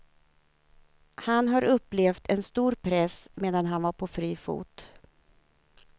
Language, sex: Swedish, female